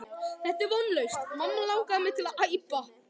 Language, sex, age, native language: Icelandic, male, 11, Icelandic